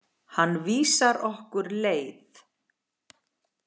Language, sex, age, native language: Icelandic, female, 40-49, Icelandic